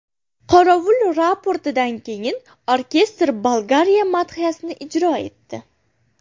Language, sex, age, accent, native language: Uzbek, female, under 19, Farg'ona, Uzbek